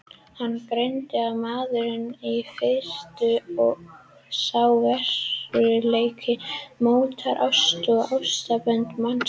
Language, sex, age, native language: Icelandic, female, 30-39, Icelandic